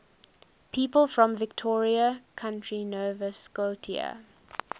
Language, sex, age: English, female, 19